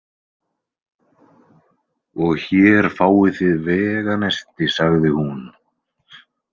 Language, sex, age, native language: Icelandic, male, 20-29, Icelandic